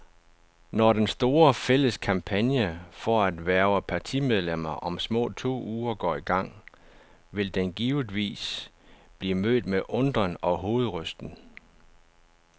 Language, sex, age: Danish, male, 49